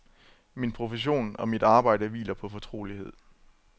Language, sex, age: Danish, male, 27